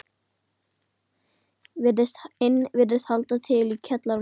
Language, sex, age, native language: Icelandic, female, 12, Icelandic